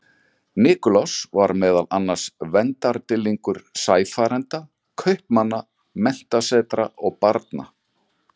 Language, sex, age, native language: Icelandic, male, 40-49, Icelandic